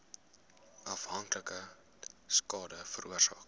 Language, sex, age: Afrikaans, male, 20